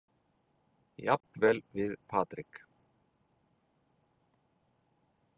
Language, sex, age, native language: Icelandic, male, 40-49, Icelandic